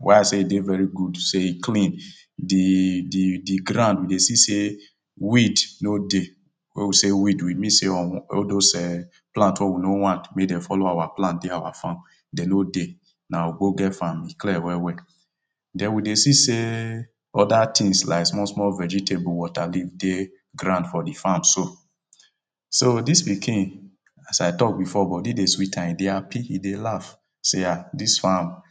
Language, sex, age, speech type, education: Nigerian Pidgin, male, 30-45, spontaneous, tertiary